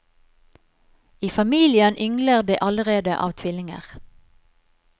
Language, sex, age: Norwegian, female, 43